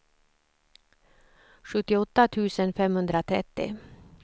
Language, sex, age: Swedish, female, 54